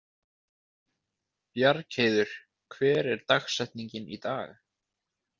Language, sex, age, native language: Icelandic, male, 20-29, Icelandic